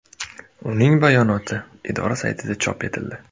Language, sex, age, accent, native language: Uzbek, male, 18-24, Surxondaryo, Uzbek